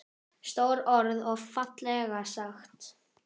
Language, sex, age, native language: Icelandic, male, 10, Icelandic